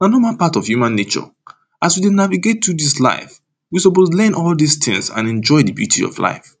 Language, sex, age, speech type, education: Nigerian Pidgin, male, 30-45, spontaneous, tertiary